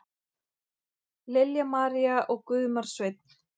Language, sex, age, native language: Icelandic, male, 9, Icelandic